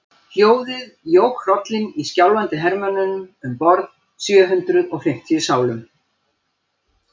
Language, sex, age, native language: Icelandic, female, 60-69, Icelandic